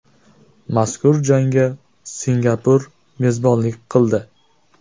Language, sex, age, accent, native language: Uzbek, male, 18-24, Jizzax, Uzbek